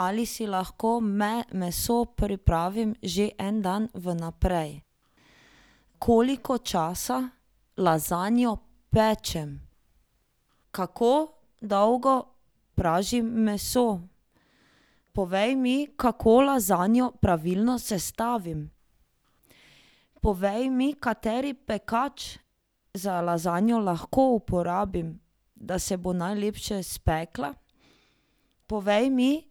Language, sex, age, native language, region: Slovenian, female, 30-49, Slovenian, Drava region